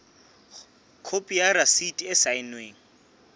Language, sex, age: Southern Sotho, male, 26